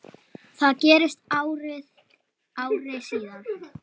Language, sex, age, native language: Icelandic, female, 9, Icelandic